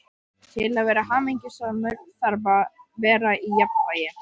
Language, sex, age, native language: Icelandic, male, 13, Icelandic